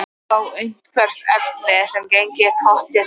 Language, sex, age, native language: Icelandic, female, 13, Icelandic